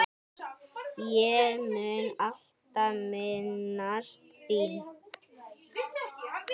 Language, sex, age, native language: Icelandic, male, 10, Icelandic